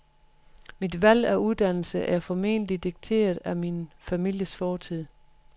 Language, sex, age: Danish, female, 43